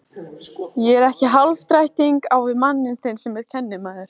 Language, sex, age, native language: Icelandic, female, 14, Icelandic